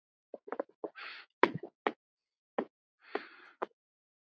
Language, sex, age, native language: Icelandic, female, 10, Icelandic